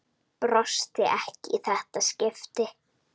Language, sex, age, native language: Icelandic, female, 9, Icelandic